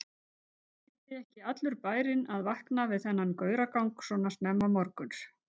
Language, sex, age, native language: Icelandic, female, 50-59, Icelandic